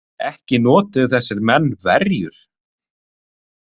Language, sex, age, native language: Icelandic, male, 30-39, Icelandic